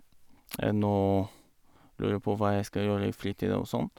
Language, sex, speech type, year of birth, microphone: Norwegian, male, spontaneous, 1985, Sennheiser